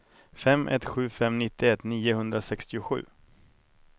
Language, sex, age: Swedish, male, 31